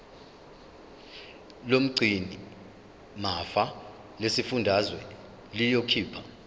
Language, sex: Zulu, male